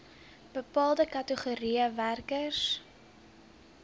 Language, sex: Afrikaans, female